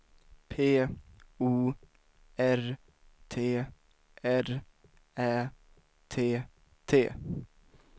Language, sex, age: Swedish, male, 19